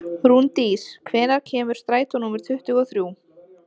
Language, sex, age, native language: Icelandic, female, 20-29, Icelandic